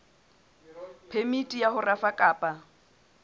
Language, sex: Southern Sotho, male